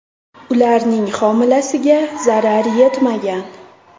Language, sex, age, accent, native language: Uzbek, female, 25-34, Toshkent shahri, Uzbek